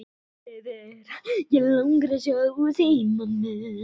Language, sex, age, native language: Icelandic, female, 9, Icelandic